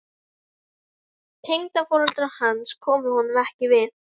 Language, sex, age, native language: Icelandic, female, 11, Icelandic